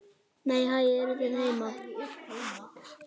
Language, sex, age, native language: Icelandic, male, 9, Icelandic